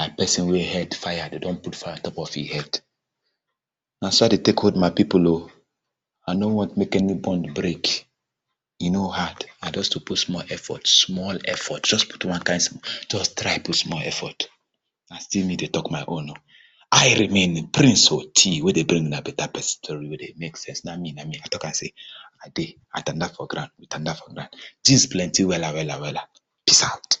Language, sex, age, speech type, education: Nigerian Pidgin, male, 30-45, spontaneous, tertiary